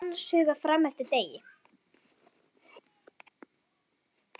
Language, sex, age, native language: Icelandic, female, 11, Icelandic